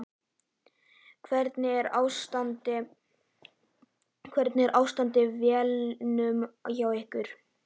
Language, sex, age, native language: Icelandic, male, 11, Icelandic